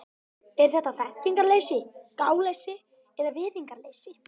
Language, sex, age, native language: Icelandic, male, 12, Icelandic